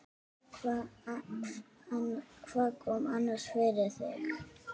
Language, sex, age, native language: Icelandic, female, 6, Icelandic